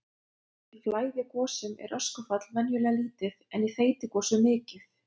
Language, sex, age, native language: Icelandic, female, 20-29, Lithuanian